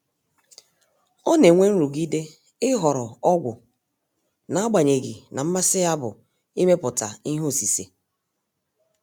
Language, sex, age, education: Igbo, female, 30-45, tertiary